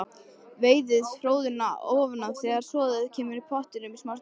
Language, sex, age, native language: Icelandic, female, 13, Icelandic